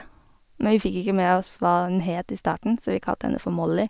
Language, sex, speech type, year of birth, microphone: Norwegian, female, spontaneous, 1988, Sennheiser